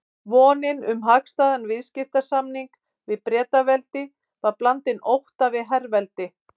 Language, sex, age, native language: Icelandic, female, 50-59, Icelandic